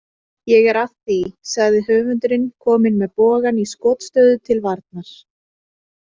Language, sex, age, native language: Icelandic, female, 30-39, Icelandic